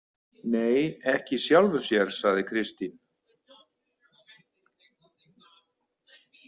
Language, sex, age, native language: Icelandic, male, 50-59, Icelandic